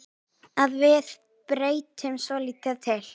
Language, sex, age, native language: Icelandic, female, 18-19, Icelandic